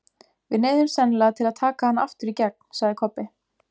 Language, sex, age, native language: Icelandic, female, 20-29, Icelandic